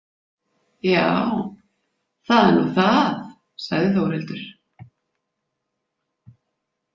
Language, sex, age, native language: Icelandic, female, 50-59, Icelandic